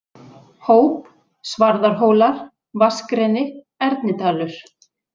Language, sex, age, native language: Icelandic, female, 40-49, Icelandic